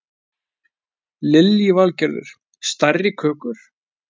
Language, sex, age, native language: Icelandic, male, 20-29, Icelandic